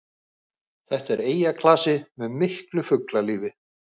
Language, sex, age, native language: Icelandic, male, 40-49, Icelandic